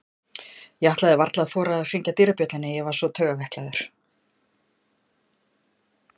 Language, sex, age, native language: Icelandic, female, 50-59, Icelandic